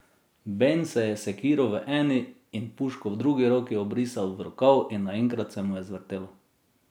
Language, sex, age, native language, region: Slovenian, male, 30-49, Slovenian, Drava region